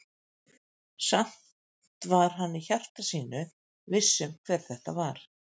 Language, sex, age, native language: Icelandic, female, 50-59, Icelandic